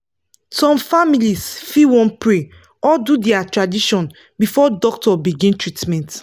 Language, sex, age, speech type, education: Nigerian Pidgin, female, 15-29, spontaneous, tertiary